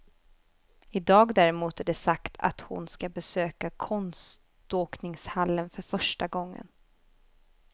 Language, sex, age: Swedish, female, 24